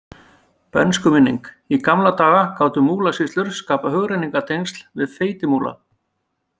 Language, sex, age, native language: Icelandic, male, 50-59, Icelandic